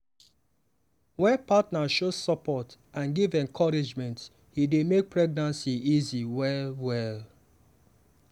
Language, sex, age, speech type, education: Nigerian Pidgin, male, 15-29, spontaneous, tertiary